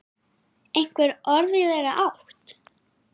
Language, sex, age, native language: Icelandic, female, 9, Icelandic